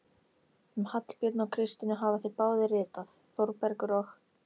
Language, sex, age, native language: Icelandic, female, 13, Icelandic